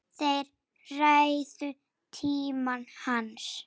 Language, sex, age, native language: Icelandic, female, 7, Icelandic